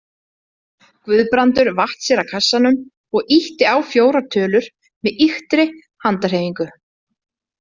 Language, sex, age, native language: Icelandic, female, 30-39, Icelandic